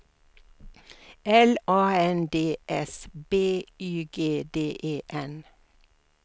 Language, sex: Swedish, female